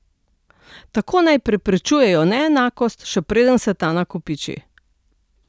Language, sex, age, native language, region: Slovenian, female, 60+, Slovenian, Central Slovenia